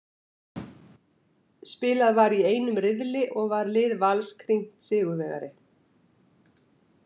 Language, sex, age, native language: Icelandic, female, 50-59, Icelandic